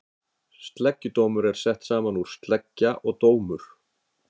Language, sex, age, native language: Icelandic, male, 50-59, Icelandic